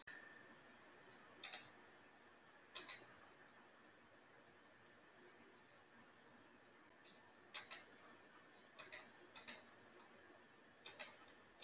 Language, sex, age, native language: Icelandic, female, 50-59, Icelandic